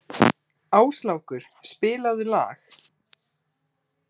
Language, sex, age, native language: Icelandic, male, 18-19, Icelandic